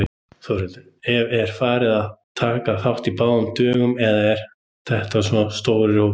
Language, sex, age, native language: Icelandic, male, 30-39, Icelandic